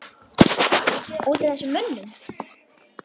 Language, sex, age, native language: Icelandic, female, 10, Icelandic